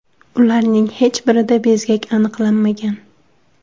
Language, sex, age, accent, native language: Uzbek, female, 19-29, Surxondaryo, Uzbek